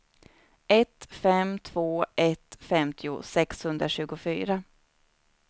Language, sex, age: Swedish, female, 29